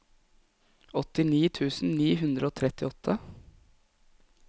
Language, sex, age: Norwegian, male, 20